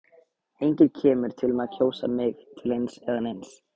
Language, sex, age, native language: Icelandic, male, 18-19, Icelandic